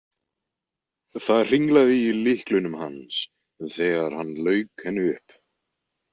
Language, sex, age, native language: Icelandic, male, 20-29, Icelandic